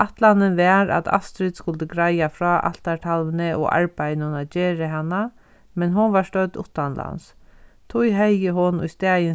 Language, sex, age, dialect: Faroese, female, 36-60, Sandoy